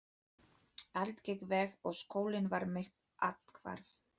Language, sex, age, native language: Icelandic, female, 30-39, Polish